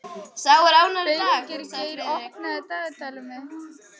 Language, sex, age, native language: Icelandic, female, 11, Icelandic